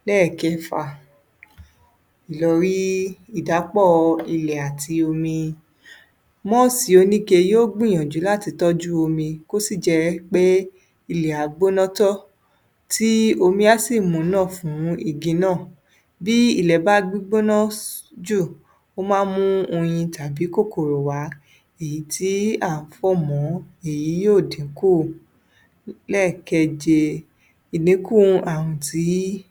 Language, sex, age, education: Yoruba, female, 30-45, tertiary